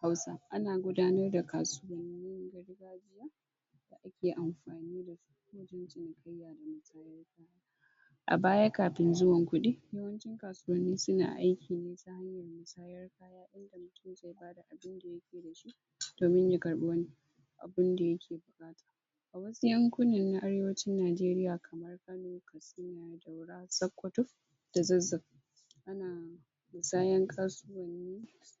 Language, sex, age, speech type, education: Hausa, female, 46-60, spontaneous, secondary